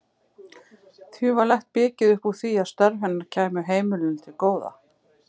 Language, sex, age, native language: Icelandic, female, 50-59, Icelandic